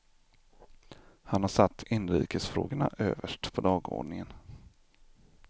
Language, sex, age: Swedish, male, 25